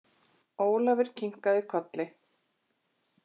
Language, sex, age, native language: Icelandic, female, 40-49, Icelandic